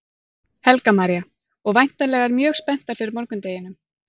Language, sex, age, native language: Icelandic, female, 40-49, Icelandic